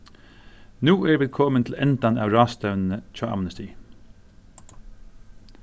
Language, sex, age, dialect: Faroese, male, 36-60, Suðurstreymoy